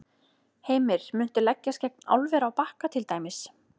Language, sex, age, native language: Icelandic, female, 30-39, Icelandic